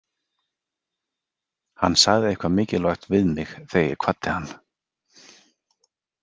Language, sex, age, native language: Icelandic, male, 40-49, Icelandic